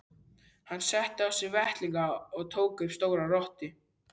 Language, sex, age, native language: Icelandic, male, 12, Icelandic